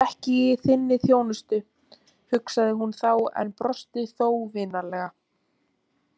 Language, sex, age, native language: Icelandic, female, 18-19, Icelandic